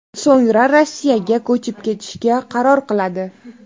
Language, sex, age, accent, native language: Uzbek, female, 18-24, Navoiy, Uzbek